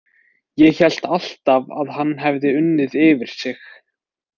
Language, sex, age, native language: Icelandic, male, 20-29, Icelandic